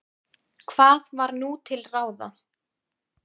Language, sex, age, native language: Icelandic, male, 9, Icelandic